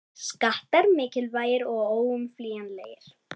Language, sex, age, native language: Icelandic, female, 30-39, Icelandic